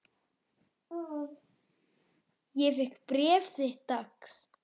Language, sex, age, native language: Icelandic, male, 10, Icelandic